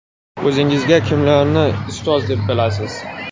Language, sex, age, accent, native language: Uzbek, male, 18-24, Namangan, Uzbek